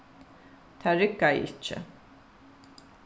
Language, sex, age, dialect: Faroese, female, 36-60, Suðuroy